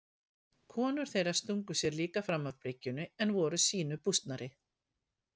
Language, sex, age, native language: Icelandic, female, 50-59, Icelandic